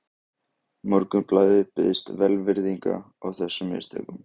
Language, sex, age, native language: Icelandic, male, 18-19, Icelandic